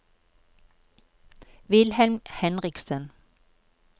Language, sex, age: Norwegian, female, 53